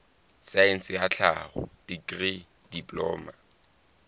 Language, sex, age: Southern Sotho, male, 20